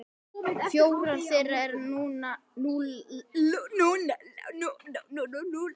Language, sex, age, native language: Icelandic, male, 10, Icelandic